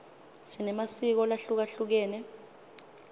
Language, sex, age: Swati, female, 25